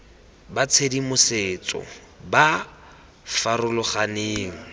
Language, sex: Tswana, male